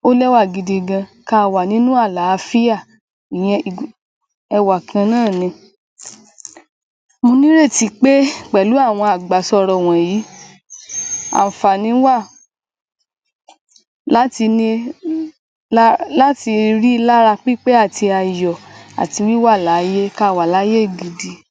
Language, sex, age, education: Yoruba, male, 15-29, tertiary